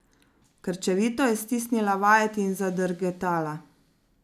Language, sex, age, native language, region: Slovenian, female, 30-49, Slovenian, Zasavska region